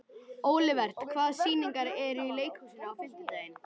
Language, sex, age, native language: Icelandic, male, 13, Icelandic